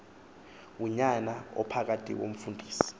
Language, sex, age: Xhosa, male, 24